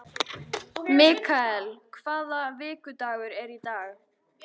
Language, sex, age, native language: Icelandic, female, 13, Icelandic